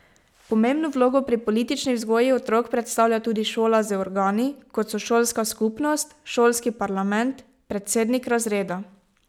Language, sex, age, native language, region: Slovenian, female, 18-29, Slovenian, Pomurje region